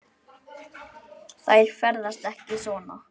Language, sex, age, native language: Icelandic, male, 9, Icelandic